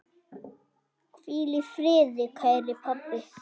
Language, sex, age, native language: Icelandic, male, 6, Icelandic